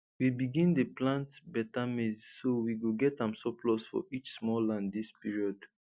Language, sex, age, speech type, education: Nigerian Pidgin, male, 15-29, spontaneous, tertiary